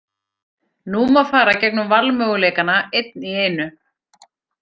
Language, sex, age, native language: Icelandic, female, 40-49, Icelandic